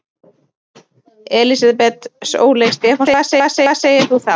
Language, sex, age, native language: Icelandic, female, 30-39, Icelandic